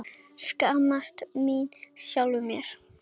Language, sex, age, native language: Icelandic, female, 30-39, Icelandic